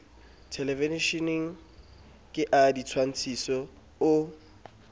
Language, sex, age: Southern Sotho, male, 27